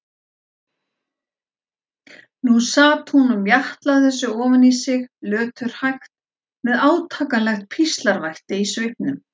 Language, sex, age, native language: Icelandic, female, 40-49, Icelandic